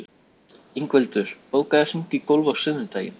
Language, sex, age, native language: Icelandic, male, 13, Icelandic